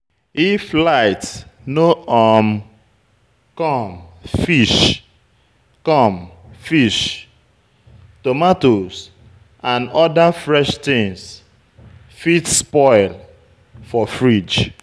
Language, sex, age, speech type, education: Nigerian Pidgin, male, 30-45, spontaneous, tertiary